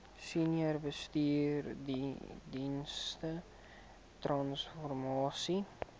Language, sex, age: Afrikaans, male, 18